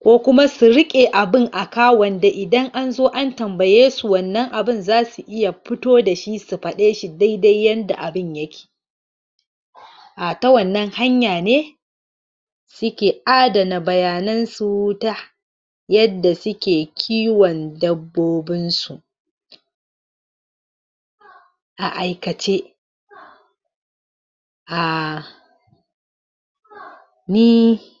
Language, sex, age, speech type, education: Hausa, male, 46-60, spontaneous, tertiary